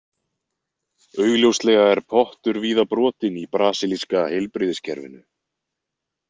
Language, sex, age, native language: Icelandic, male, 20-29, Icelandic